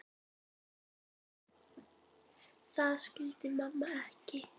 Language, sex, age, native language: Icelandic, female, 10, Icelandic